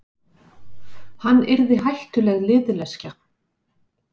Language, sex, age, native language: Icelandic, female, 50-59, Icelandic